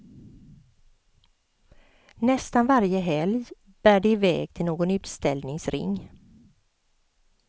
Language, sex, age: Swedish, female, 50